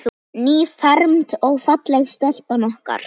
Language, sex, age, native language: Icelandic, male, 10, Icelandic